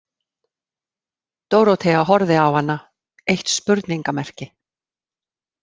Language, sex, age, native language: Icelandic, female, 50-59, Icelandic